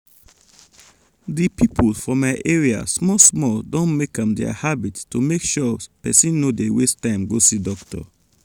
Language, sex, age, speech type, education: Nigerian Pidgin, male, 30-45, spontaneous, tertiary